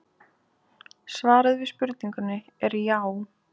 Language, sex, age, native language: Icelandic, female, 20-29, Icelandic